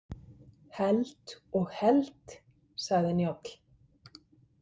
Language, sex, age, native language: Icelandic, male, 50-59, Icelandic